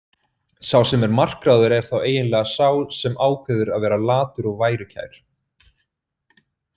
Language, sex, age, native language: Icelandic, male, 30-39, Icelandic